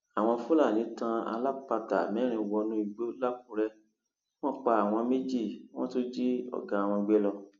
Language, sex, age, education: Yoruba, male, 46-60, tertiary